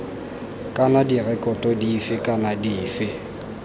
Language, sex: Tswana, male